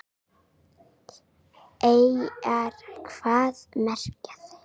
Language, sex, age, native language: Icelandic, female, 9, Icelandic